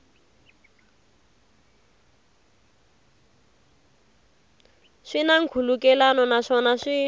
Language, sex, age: Tsonga, female, 22